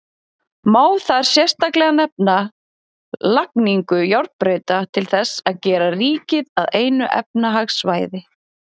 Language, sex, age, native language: Icelandic, female, 30-39, Icelandic